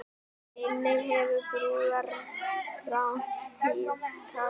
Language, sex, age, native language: Icelandic, male, 18-19, Icelandic